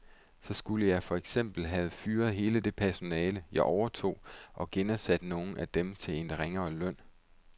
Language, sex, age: Danish, male, 31